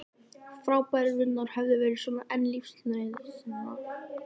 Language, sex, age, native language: Icelandic, male, 11, Icelandic